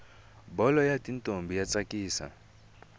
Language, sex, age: Tsonga, male, 22